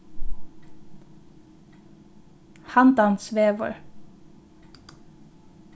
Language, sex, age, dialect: Faroese, female, 15-35, Norðurstreymoy/Eysturoy